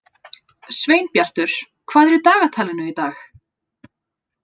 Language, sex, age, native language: Icelandic, female, 20-29, Icelandic